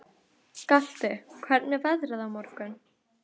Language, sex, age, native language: Icelandic, female, 12, Icelandic